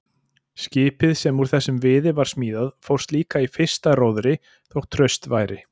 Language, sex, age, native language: Icelandic, male, 40-49, Icelandic